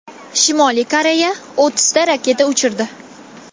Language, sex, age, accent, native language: Uzbek, female, 19-29, Toshkent viloyati, Kazakh